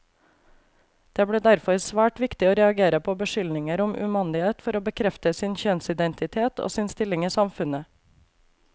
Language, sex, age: Norwegian, female, 28